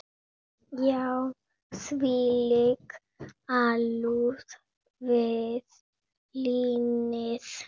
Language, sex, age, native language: Icelandic, female, 8, Spanish